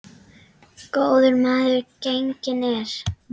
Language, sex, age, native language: Icelandic, female, 7, Icelandic